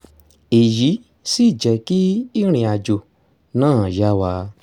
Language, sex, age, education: Yoruba, male, 30-45, tertiary